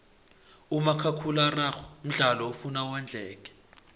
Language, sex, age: South Ndebele, male, 21